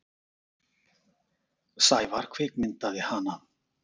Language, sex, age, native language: Icelandic, male, 40-49, Icelandic